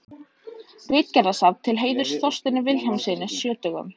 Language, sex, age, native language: Icelandic, female, 18-19, Icelandic